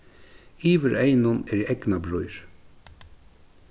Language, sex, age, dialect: Faroese, male, 36-60, Suðurstreymoy